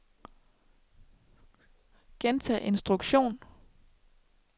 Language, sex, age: Danish, female, 27